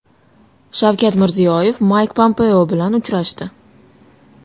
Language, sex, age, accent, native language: Uzbek, female, 19-29, Toshkent shahri, Uzbek